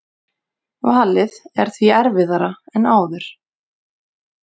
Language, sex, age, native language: Icelandic, female, 40-49, Icelandic